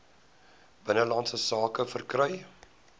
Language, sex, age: Afrikaans, male, 19